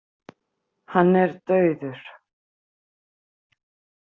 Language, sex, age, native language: Icelandic, female, 50-59, Icelandic